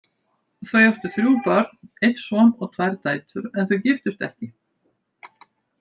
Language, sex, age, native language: Icelandic, female, 70-79, Icelandic